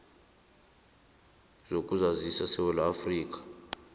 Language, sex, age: South Ndebele, male, 18